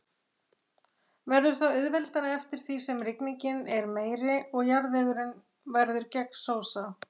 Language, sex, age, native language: Icelandic, female, 40-49, Icelandic